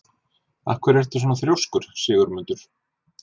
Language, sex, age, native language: Icelandic, male, 40-49, Icelandic